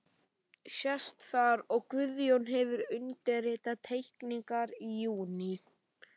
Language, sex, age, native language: Icelandic, male, 11, Icelandic